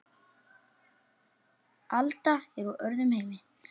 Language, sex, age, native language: Icelandic, male, 8, Icelandic